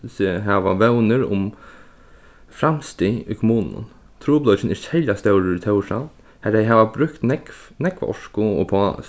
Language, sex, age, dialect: Faroese, male, 15-35, Norðurstreymoy/Eysturoy